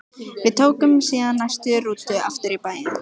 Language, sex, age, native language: Icelandic, female, 15, Icelandic